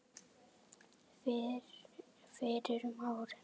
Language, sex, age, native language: Icelandic, female, 8, Icelandic